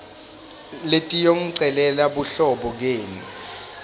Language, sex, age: Swati, male, 19